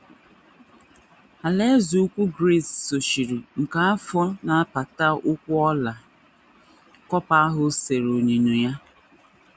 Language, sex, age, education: Igbo, female, 15-29, tertiary